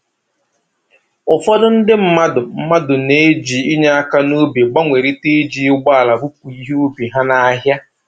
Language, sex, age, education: Igbo, male, 15-29, tertiary